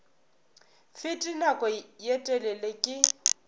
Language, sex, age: Northern Sotho, female, 18